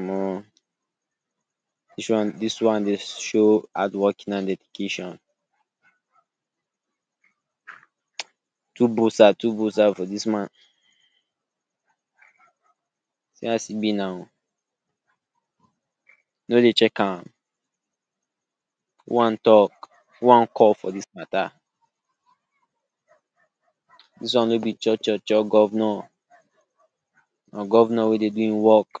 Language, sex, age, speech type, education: Nigerian Pidgin, male, 46-60, spontaneous, tertiary